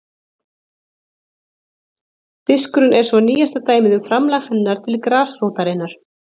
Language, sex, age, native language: Icelandic, female, 30-39, Icelandic